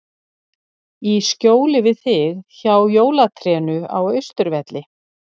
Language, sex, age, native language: Icelandic, female, 60-69, Icelandic